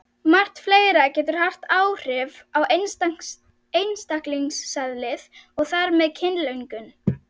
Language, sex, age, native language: Icelandic, female, 40-49, Icelandic